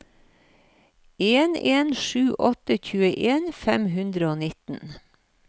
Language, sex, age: Norwegian, female, 53